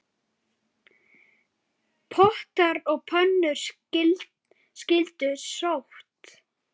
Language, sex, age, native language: Icelandic, male, 7, Icelandic